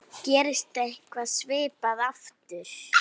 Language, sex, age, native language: Icelandic, female, 8, Icelandic